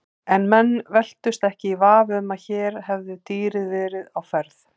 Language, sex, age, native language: Icelandic, female, 40-49, Icelandic